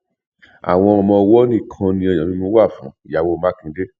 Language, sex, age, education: Yoruba, male, 46-60, tertiary